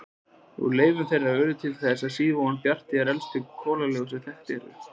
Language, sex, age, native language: Icelandic, male, 20-29, Icelandic